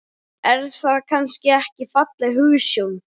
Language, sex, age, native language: Icelandic, male, 12, Icelandic